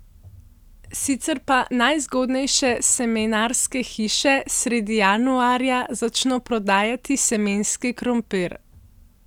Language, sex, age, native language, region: Slovenian, female, 18-29, Slovenian, Central Slovenia